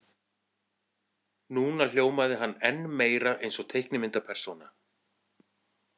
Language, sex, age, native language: Icelandic, male, 40-49, Icelandic